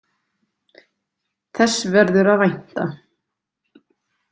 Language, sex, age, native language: Icelandic, female, 20-29, Icelandic